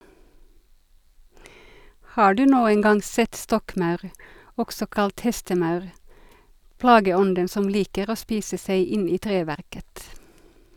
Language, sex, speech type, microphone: Norwegian, female, read, Sennheiser